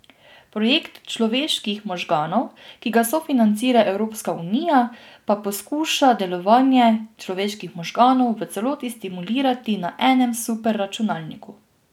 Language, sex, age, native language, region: Slovenian, female, 18-29, Slovenian, Drava region